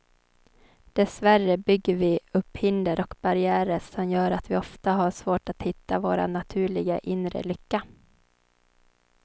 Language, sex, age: Swedish, female, 23